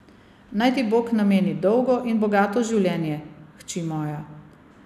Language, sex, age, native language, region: Slovenian, female, 50-59, Slovenian, Savinja region